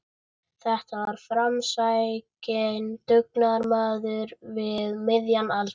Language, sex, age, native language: Icelandic, male, 11, Icelandic